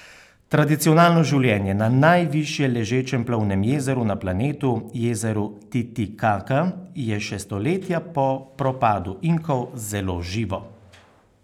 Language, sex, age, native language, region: Slovenian, male, 30-49, Slovenian, Carinthia region